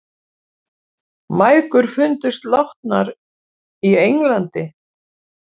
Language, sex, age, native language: Icelandic, female, 70-79, Icelandic